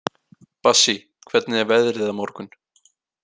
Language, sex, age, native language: Icelandic, male, 18-19, Icelandic